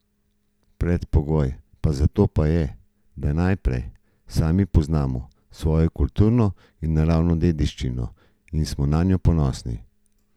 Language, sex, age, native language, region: Slovenian, male, 50-59, Slovenian, Gorenjska region